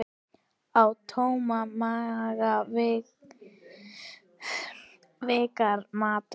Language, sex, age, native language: Icelandic, female, 10, Icelandic